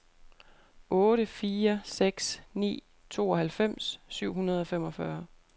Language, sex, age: Danish, female, 28